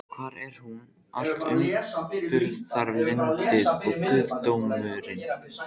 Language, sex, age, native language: Icelandic, male, 14, Icelandic